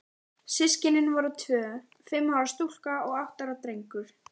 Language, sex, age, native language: Icelandic, female, 14, Icelandic